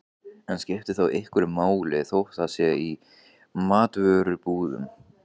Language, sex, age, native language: Icelandic, male, 15, Icelandic